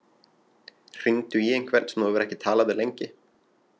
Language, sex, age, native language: Icelandic, male, 20-29, Icelandic